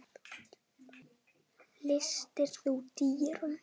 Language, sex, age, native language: Icelandic, male, 10, Icelandic